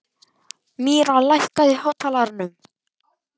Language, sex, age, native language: Icelandic, male, 12, Icelandic